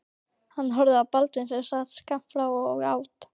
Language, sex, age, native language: Icelandic, female, 12, Icelandic